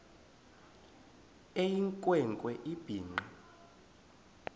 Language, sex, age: Xhosa, male, 20